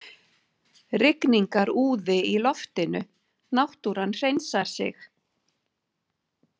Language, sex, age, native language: Icelandic, female, 50-59, Icelandic